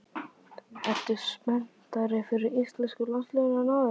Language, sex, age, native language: Icelandic, male, 11, Icelandic